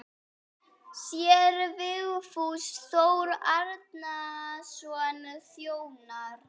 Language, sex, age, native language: Icelandic, female, 8, Icelandic